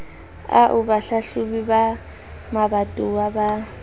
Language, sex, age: Southern Sotho, female, 20